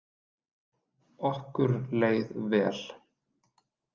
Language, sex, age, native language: Icelandic, male, 30-39, Icelandic